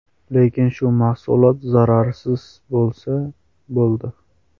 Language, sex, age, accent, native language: Uzbek, male, 25-34, Namangan, Uzbek